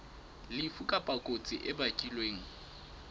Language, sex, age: Southern Sotho, male, 19